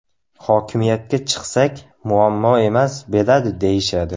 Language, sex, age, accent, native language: Uzbek, male, 18-24, Samarqand, Uzbek